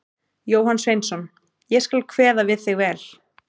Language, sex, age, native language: Icelandic, female, 30-39, Icelandic